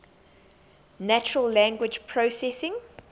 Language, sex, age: English, female, 22